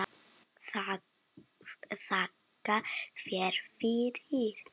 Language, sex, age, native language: Icelandic, female, 7, Icelandic